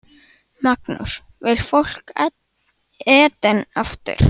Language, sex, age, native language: Icelandic, male, 9, Icelandic